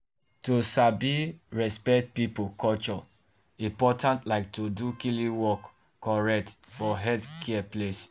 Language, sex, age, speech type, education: Nigerian Pidgin, male, 30-45, spontaneous, tertiary